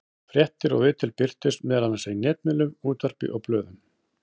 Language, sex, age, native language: Icelandic, male, 40-49, Icelandic